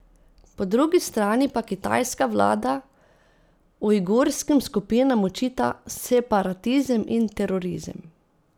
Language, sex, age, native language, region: Slovenian, female, 30-49, Slovenian, Posavska region